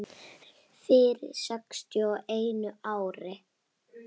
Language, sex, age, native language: Icelandic, female, 8, Icelandic